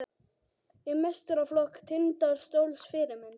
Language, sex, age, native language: Icelandic, male, 11, Icelandic